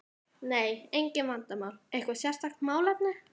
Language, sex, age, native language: Icelandic, female, 11, Icelandic